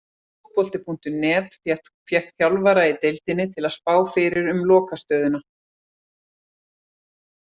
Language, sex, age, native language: Icelandic, female, 40-49, Icelandic